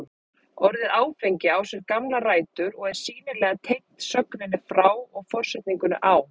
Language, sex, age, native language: Icelandic, male, 30-39, Icelandic